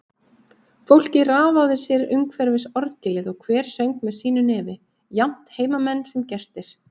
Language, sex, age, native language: Icelandic, female, 18-19, Icelandic